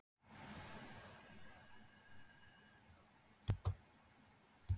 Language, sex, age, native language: Icelandic, female, 50-59, Icelandic